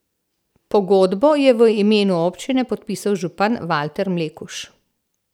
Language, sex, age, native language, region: Slovenian, female, 60+, Slovenian, Central Slovenia